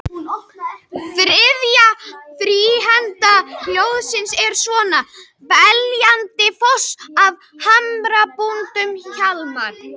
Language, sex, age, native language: Icelandic, female, 18-19, Icelandic